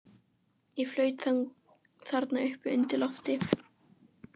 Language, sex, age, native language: Icelandic, female, 11, Icelandic